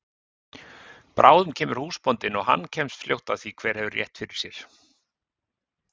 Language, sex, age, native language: Icelandic, male, 50-59, Icelandic